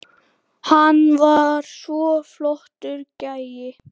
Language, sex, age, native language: Icelandic, male, 10, Icelandic